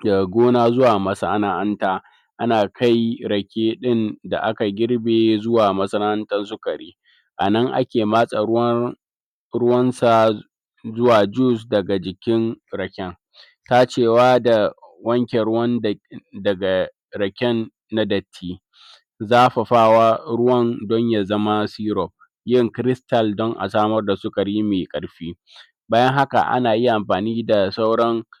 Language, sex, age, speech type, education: Hausa, male, 30-45, spontaneous, tertiary